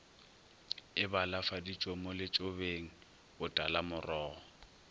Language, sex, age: Northern Sotho, male, 22